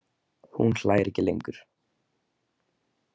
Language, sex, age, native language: Icelandic, male, 18-19, Icelandic